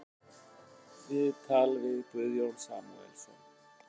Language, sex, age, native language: Icelandic, male, 50-59, Icelandic